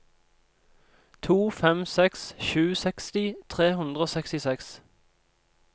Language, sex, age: Norwegian, male, 26